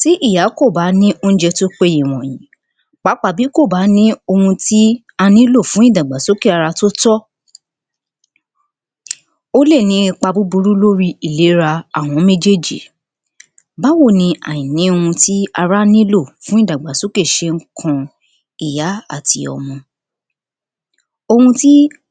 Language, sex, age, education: Yoruba, female, 60+, tertiary